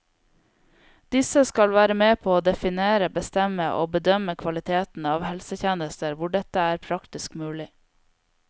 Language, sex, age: Norwegian, female, 22